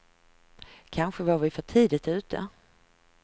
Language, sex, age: Swedish, female, 49